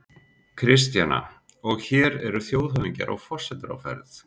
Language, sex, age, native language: Icelandic, male, 40-49, Icelandic